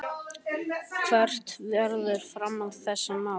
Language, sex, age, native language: Icelandic, male, 13, Icelandic